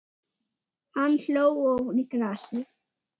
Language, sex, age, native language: Icelandic, female, 6, Icelandic